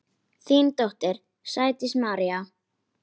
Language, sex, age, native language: Icelandic, female, 10, Icelandic